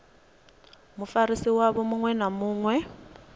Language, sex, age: Venda, female, 26